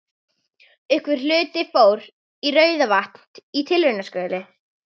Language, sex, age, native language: Icelandic, female, 11, Icelandic